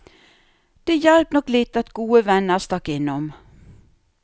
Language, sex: Norwegian, female